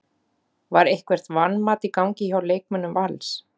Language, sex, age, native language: Icelandic, female, 40-49, Icelandic